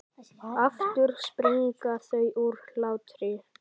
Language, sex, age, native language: Icelandic, male, 10, Icelandic